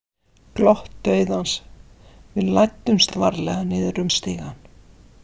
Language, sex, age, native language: Icelandic, female, 50-59, Icelandic